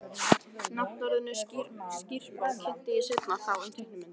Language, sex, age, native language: Icelandic, other, 18-19, Icelandic